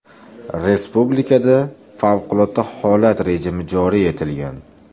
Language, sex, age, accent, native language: Uzbek, male, 25-34, Farg'ona, Uzbek